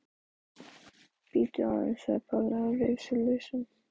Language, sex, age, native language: Icelandic, male, 12, Icelandic